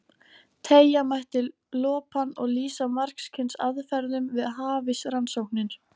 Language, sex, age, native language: Icelandic, female, 13, Icelandic